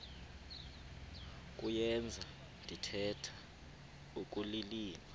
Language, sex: Xhosa, male